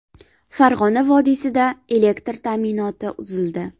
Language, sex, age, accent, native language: Uzbek, female, 18-24, Farg'ona, Uzbek